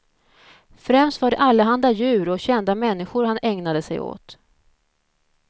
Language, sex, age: Swedish, female, 41